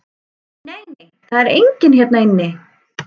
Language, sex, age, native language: Icelandic, male, 11, Icelandic